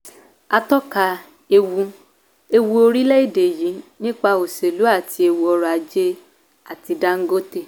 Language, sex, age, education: Yoruba, female, 15-29, tertiary